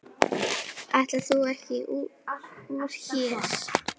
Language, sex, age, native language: Icelandic, female, 10, Icelandic